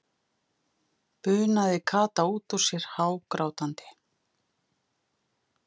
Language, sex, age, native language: Icelandic, female, 50-59, Icelandic